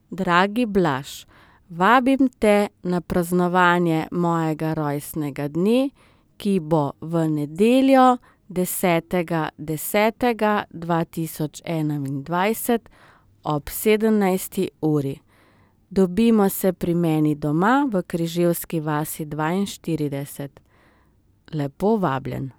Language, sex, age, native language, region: Slovenian, female, 30-49, Slovenian, Southeast Slovenia